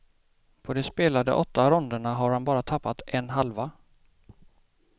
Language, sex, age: Swedish, male, 28